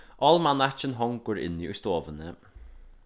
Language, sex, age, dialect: Faroese, male, 15-35, Suðurstreymoy